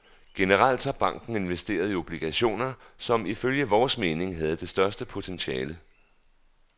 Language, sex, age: Danish, male, 39